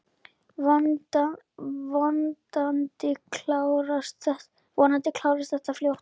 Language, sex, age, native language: Icelandic, female, 10, Icelandic